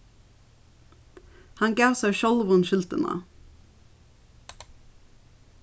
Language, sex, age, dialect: Faroese, female, 36-60, Suðurstreymoy